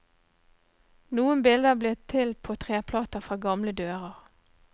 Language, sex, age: Norwegian, female, 37